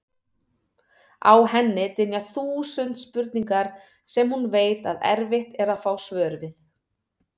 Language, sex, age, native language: Icelandic, female, 30-39, Icelandic